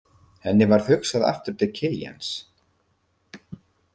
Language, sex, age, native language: Icelandic, male, 50-59, Icelandic